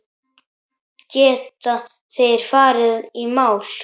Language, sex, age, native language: Icelandic, male, 10, Icelandic